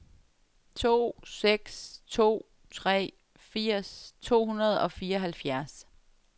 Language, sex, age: Danish, female, 35